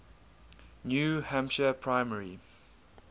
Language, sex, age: English, male, 22